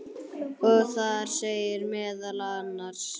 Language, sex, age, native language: Icelandic, male, 9, Icelandic